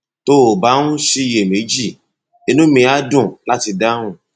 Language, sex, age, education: Yoruba, male, 30-45, tertiary